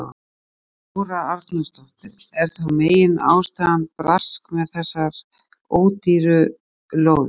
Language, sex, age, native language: Icelandic, female, 50-59, Icelandic